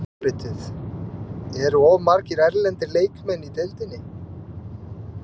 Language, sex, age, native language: Icelandic, female, 20-29, Icelandic